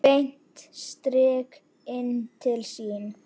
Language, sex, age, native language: Icelandic, female, 9, Icelandic